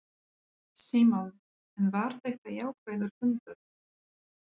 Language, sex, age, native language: Icelandic, female, 30-39, Polish